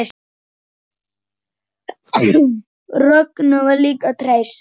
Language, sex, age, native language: Icelandic, male, 9, Icelandic